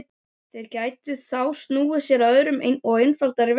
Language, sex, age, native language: Icelandic, other, 12, Icelandic